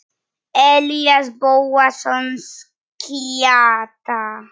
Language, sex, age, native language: Icelandic, female, 9, Polish